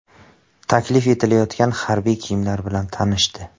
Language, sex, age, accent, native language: Uzbek, male, 25-34, Farg'ona, Uzbek